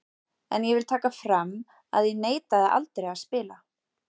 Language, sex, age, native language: Icelandic, female, 40-49, Icelandic